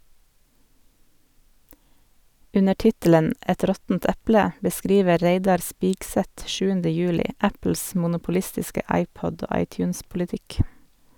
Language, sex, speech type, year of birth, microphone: Norwegian, female, read, 1978, Sennheiser